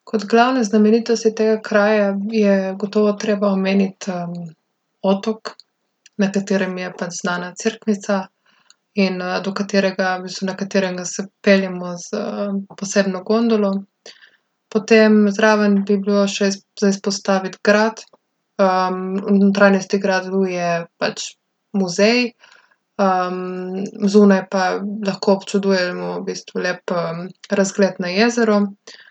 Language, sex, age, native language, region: Slovenian, female, 18-29, Slovenian, Gorica region